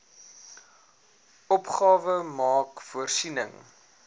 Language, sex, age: Afrikaans, male, 19